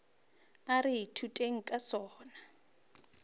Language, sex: Northern Sotho, female